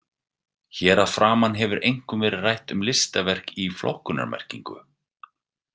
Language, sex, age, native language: Icelandic, male, 40-49, Icelandic